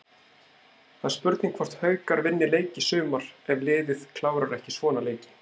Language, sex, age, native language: Icelandic, male, 30-39, Icelandic